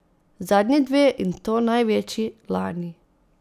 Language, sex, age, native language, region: Slovenian, female, 30-49, Slovenian, Posavska region